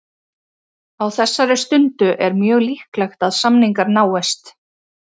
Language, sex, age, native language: Icelandic, female, 30-39, Icelandic